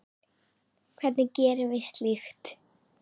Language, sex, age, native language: Icelandic, female, 10, Icelandic